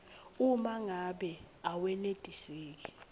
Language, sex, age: Swati, female, 20